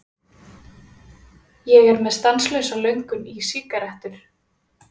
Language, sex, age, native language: Icelandic, female, 20-29, Icelandic